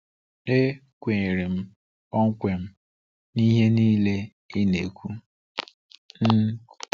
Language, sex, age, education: Igbo, male, 15-29, tertiary